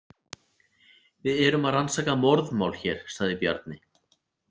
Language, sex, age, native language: Icelandic, male, 40-49, Icelandic